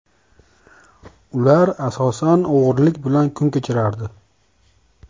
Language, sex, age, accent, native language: Uzbek, male, 25-34, Toshkent shahri, Uzbek